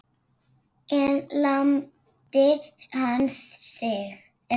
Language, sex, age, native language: Icelandic, female, 8, Icelandic